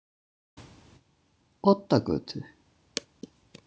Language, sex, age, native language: Icelandic, female, 70-79, Icelandic